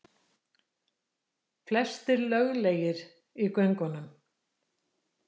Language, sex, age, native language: Icelandic, female, 60-69, Icelandic